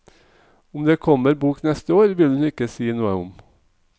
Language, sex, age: Norwegian, male, 45